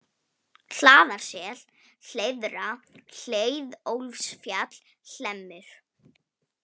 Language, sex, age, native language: Icelandic, female, 18-19, Polish